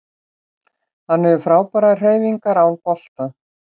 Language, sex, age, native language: Icelandic, female, 60-69, Icelandic